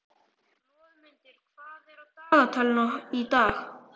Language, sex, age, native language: Icelandic, male, 11, Icelandic